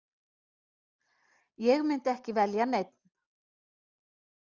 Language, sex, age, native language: Icelandic, female, 40-49, Icelandic